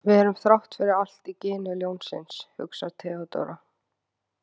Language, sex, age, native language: Icelandic, female, 20-29, Icelandic